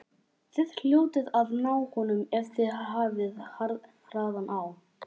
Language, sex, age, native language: Icelandic, male, 11, Icelandic